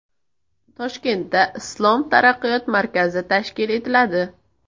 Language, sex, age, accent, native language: Uzbek, female, 18-24, Samarqand, Uzbek